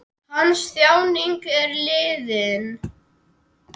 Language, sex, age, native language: Icelandic, male, 10, Icelandic